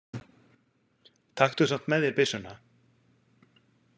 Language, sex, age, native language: Icelandic, male, 40-49, Icelandic